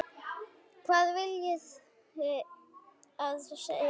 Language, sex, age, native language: Icelandic, female, 9, Icelandic